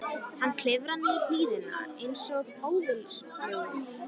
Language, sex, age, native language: Icelandic, female, 13, Icelandic